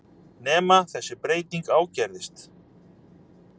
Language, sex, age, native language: Icelandic, male, 30-39, Icelandic